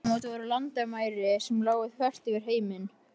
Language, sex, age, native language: Icelandic, male, 12, Icelandic